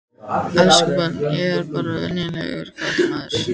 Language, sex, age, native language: Icelandic, female, 14, Icelandic